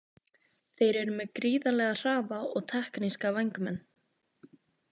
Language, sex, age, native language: Icelandic, female, 18-19, Icelandic